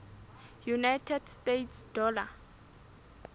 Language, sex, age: Southern Sotho, female, 20